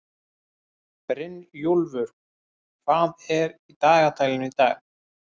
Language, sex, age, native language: Icelandic, male, 30-39, Icelandic